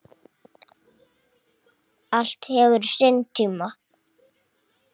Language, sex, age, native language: Icelandic, male, 6, Icelandic